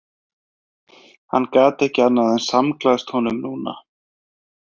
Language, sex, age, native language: Icelandic, male, 30-39, Icelandic